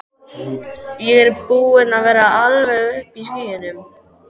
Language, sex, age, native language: Icelandic, male, 12, Icelandic